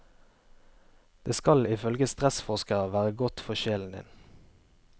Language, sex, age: Norwegian, male, 23